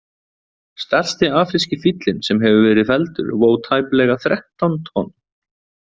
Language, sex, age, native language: Icelandic, male, 20-29, Icelandic